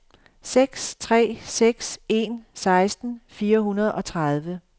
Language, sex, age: Danish, female, 51